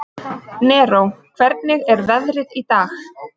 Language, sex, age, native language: Icelandic, female, 30-39, Icelandic